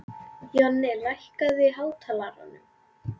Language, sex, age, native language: Icelandic, female, 11, Icelandic